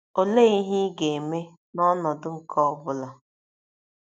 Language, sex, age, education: Igbo, female, 30-45, tertiary